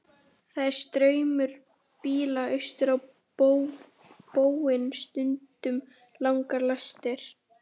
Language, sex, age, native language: Icelandic, female, 11, Icelandic